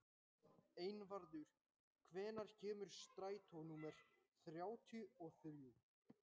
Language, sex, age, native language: Icelandic, male, 18-19, Icelandic